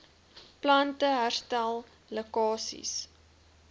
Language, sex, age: Afrikaans, female, 21